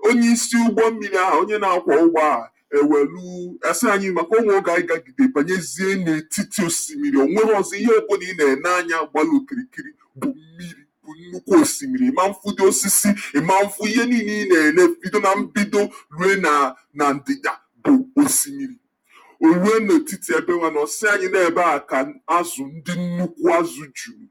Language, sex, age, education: Igbo, male, 30-45, tertiary